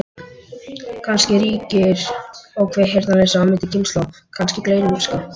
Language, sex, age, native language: Icelandic, male, 11, Icelandic